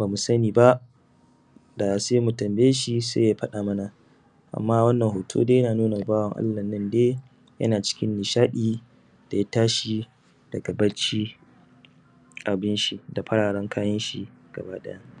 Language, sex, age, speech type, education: Hausa, male, 30-45, spontaneous, secondary